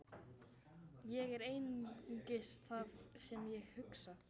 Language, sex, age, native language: Icelandic, female, 14, Icelandic